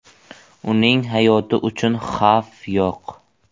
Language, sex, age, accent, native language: Uzbek, male, 18-24, Buxoro, Uzbek